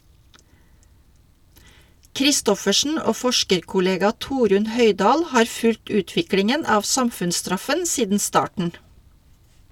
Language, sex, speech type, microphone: Norwegian, female, read, Shure